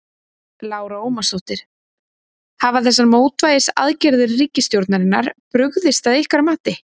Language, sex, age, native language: Icelandic, female, 30-39, Icelandic